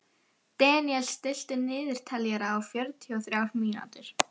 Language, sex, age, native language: Icelandic, female, 11, Icelandic